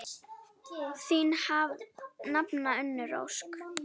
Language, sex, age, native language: Icelandic, female, 9, Icelandic